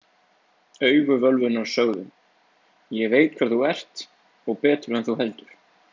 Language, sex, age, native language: Icelandic, male, 20-29, Icelandic